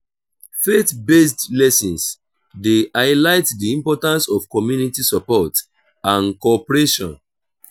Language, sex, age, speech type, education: Nigerian Pidgin, male, 30-45, spontaneous, tertiary